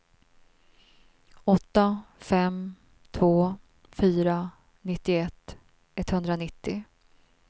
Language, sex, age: Swedish, female, 42